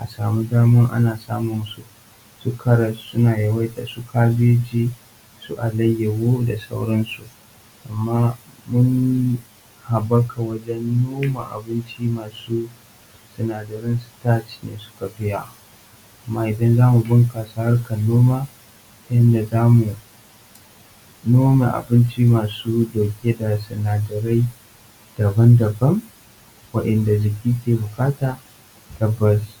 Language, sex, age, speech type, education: Hausa, male, 15-29, spontaneous, tertiary